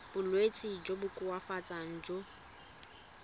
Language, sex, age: Tswana, female, 20